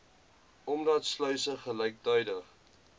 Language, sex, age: Afrikaans, male, 20